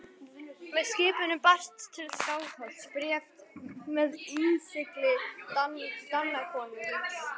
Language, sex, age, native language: Icelandic, female, 11, Icelandic